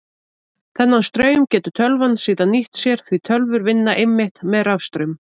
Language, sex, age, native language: Icelandic, female, 30-39, Icelandic